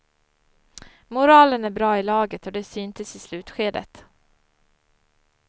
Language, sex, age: Swedish, female, 34